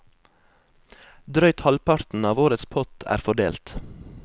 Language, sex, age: Norwegian, male, 23